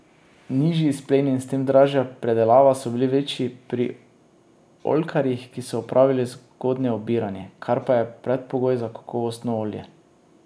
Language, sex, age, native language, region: Slovenian, male, 30-49, Slovenian, Drava region